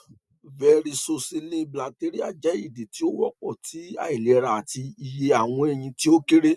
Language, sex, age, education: Yoruba, male, 30-45, tertiary